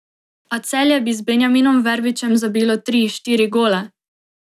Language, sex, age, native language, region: Slovenian, female, 18-29, Slovenian, Drava region